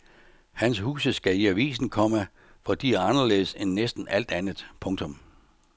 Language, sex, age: Danish, male, 64